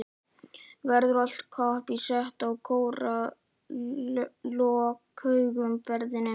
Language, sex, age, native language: Icelandic, male, 11, Icelandic